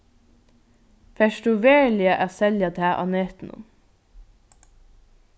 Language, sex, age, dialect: Faroese, female, 15-35, Norðurstreymoy/Eysturoy